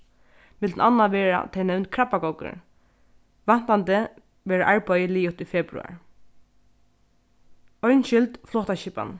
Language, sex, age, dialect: Faroese, female, 15-35, Norðurstreymoy/Eysturoy